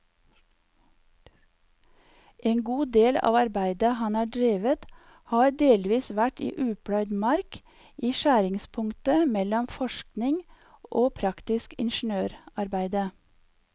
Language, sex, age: Norwegian, female, 54